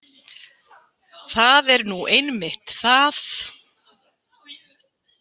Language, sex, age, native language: Icelandic, female, 50-59, Icelandic